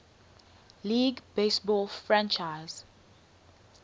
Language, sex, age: English, female, 19